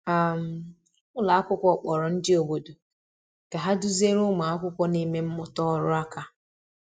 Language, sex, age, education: Igbo, female, 30-45, tertiary